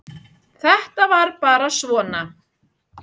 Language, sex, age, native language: Icelandic, male, 9, Icelandic